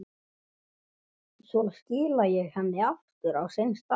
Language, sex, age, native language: Icelandic, male, 11, Icelandic